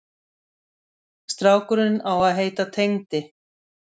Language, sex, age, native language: Icelandic, female, 60-69, Icelandic